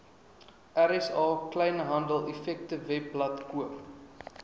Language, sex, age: Afrikaans, male, 23